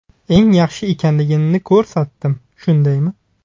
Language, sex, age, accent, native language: Uzbek, male, 30-39, Buxoro, Uzbek